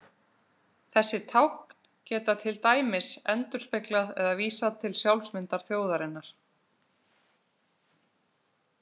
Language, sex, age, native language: Icelandic, female, 30-39, Icelandic